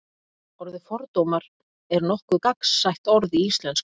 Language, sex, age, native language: Icelandic, female, 50-59, Icelandic